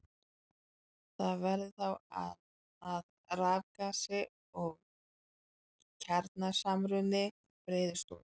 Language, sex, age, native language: Icelandic, female, 30-39, Icelandic